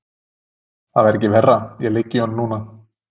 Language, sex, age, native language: Icelandic, male, 30-39, Icelandic